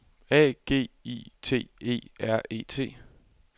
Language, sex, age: Danish, male, 24